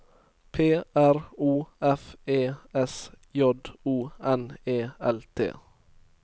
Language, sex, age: Norwegian, male, 22